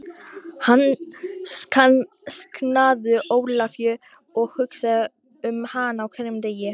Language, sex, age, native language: Icelandic, female, 18-19, Icelandic